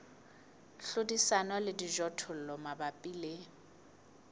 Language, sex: Southern Sotho, female